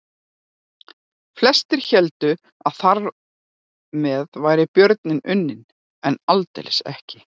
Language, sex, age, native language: Icelandic, female, 40-49, Icelandic